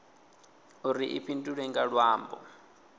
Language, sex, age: Venda, male, 20